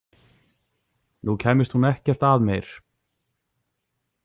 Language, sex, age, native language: Icelandic, male, 40-49, Icelandic